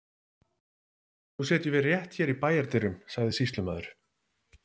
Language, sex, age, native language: Icelandic, male, 30-39, Icelandic